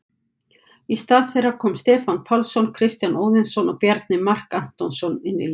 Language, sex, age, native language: Icelandic, female, 50-59, Icelandic